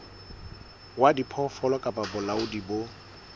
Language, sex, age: Southern Sotho, male, 22